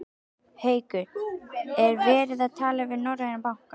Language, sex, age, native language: Icelandic, female, 12, Icelandic